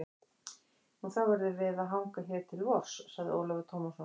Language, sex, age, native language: Icelandic, female, 60-69, Icelandic